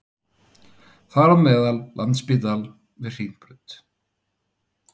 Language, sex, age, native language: Icelandic, male, 30-39, Icelandic